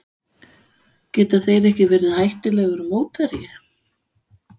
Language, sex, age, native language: Icelandic, female, 50-59, Danish